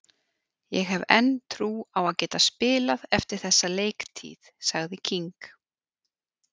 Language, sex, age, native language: Icelandic, female, 40-49, Icelandic